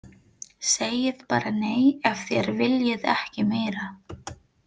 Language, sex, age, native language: Icelandic, female, 30-39, Filipino